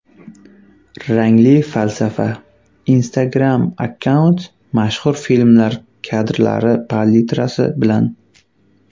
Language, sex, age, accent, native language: Uzbek, male, 19-29, Qashqadaryo, Uzbek